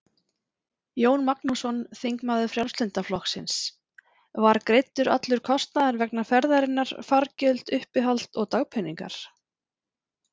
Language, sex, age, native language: Icelandic, female, 40-49, Icelandic